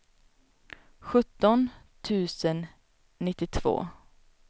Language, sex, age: Swedish, female, 29